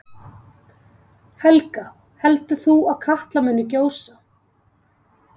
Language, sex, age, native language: Icelandic, female, 30-39, Icelandic